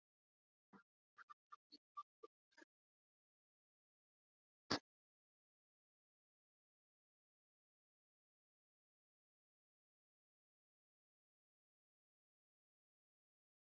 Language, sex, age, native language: Icelandic, female, 30-39, Polish